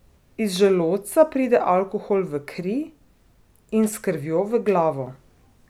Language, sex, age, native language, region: Slovenian, female, 30-49, Slovenian, Drava region